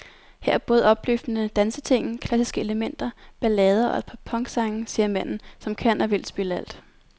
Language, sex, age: Danish, female, 19